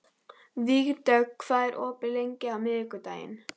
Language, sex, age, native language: Icelandic, female, 11, Icelandic